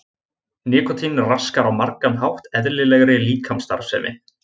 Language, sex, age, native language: Icelandic, male, 20-29, Icelandic